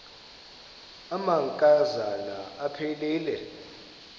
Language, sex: Xhosa, male